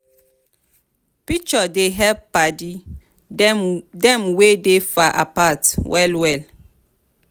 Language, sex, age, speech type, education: Nigerian Pidgin, female, 30-45, spontaneous, tertiary